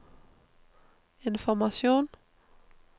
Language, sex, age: Norwegian, female, 39